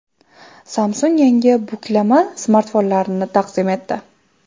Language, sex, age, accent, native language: Uzbek, female, 18-24, Toshkent shahri, Uzbek